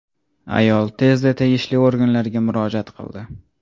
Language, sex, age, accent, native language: Uzbek, male, 18-24, Toshkent shahri, Uzbek